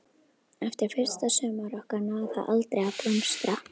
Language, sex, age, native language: Icelandic, female, 11, Icelandic